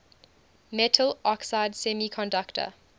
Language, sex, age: English, female, 20